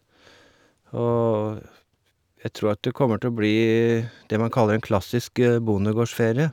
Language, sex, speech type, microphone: Norwegian, male, spontaneous, Shure